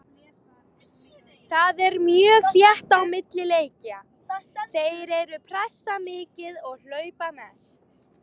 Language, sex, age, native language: Icelandic, female, 18-19, Icelandic